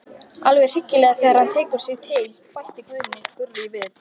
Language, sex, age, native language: Icelandic, female, 14, Icelandic